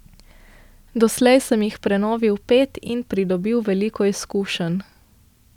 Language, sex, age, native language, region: Slovenian, female, 18-29, Slovenian, Central Slovenia